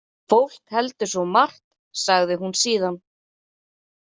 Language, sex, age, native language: Icelandic, female, 30-39, Icelandic